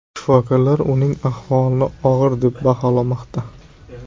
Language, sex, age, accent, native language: Uzbek, male, 18-24, Samarqand, Uzbek